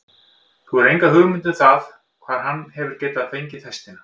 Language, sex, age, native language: Icelandic, male, 50-59, Icelandic